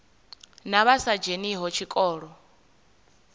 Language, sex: Venda, female